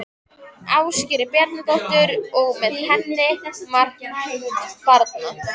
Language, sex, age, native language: Icelandic, female, 13, Icelandic